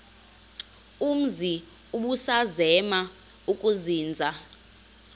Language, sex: Xhosa, female